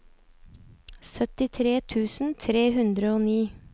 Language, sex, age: Norwegian, female, 29